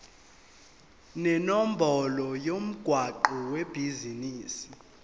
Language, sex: Zulu, male